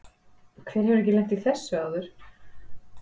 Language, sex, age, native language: Icelandic, female, 40-49, Icelandic